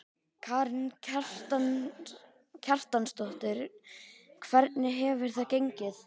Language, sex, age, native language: Icelandic, male, 13, Icelandic